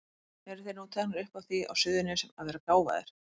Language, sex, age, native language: Icelandic, female, 30-39, Icelandic